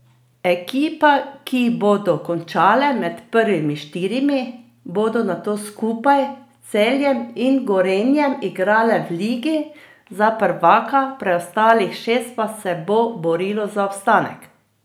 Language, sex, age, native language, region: Slovenian, female, 50-59, Slovenian, Drava region